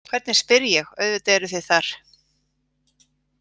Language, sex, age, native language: Icelandic, female, 40-49, Icelandic